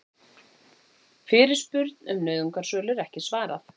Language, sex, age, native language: Icelandic, female, 40-49, Icelandic